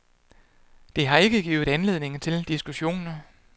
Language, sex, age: Danish, male, 48